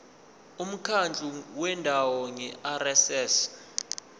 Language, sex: Zulu, male